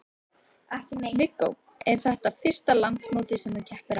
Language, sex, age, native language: Icelandic, female, 13, Icelandic